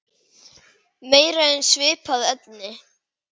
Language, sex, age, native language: Icelandic, female, 10, Icelandic